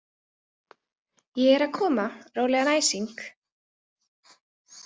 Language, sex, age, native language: Icelandic, female, 20-29, Icelandic